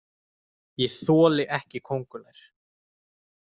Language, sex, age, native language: Icelandic, male, 20-29, Icelandic